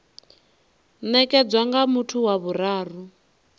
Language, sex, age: Venda, female, 19